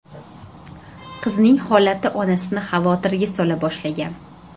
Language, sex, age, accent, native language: Uzbek, female, 12-17, Toshkent shahri, Uzbek